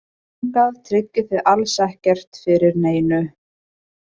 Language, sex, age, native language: Icelandic, female, 20-29, Icelandic